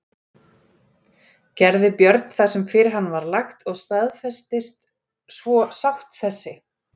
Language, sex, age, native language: Icelandic, female, 40-49, Icelandic